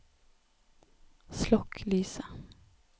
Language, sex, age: Norwegian, female, 29